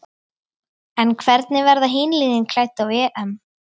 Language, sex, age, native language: Icelandic, female, 13, Icelandic